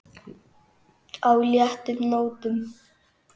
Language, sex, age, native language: Icelandic, male, 9, Icelandic